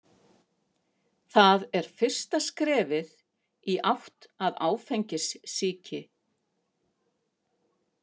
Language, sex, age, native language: Icelandic, female, 50-59, Icelandic